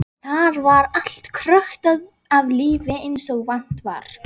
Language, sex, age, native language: Icelandic, female, 11, Icelandic